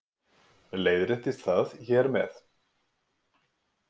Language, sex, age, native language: Icelandic, male, 20-29, Icelandic